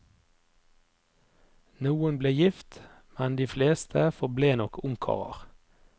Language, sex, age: Norwegian, male, 30